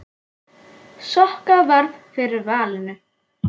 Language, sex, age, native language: Icelandic, female, 9, Icelandic